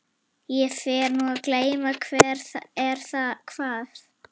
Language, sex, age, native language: Icelandic, female, 11, Icelandic